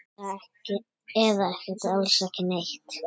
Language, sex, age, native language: Icelandic, male, 7, Icelandic